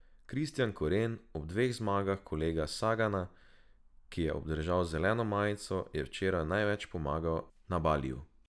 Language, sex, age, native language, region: Slovenian, male, 18-29, Slovenian, Drava region